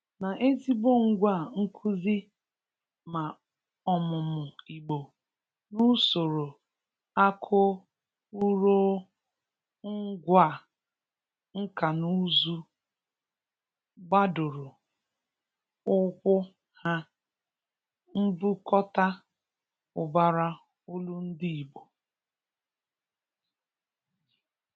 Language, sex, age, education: Igbo, female, 30-45, tertiary